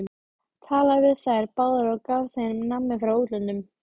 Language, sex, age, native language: Icelandic, female, 13, Icelandic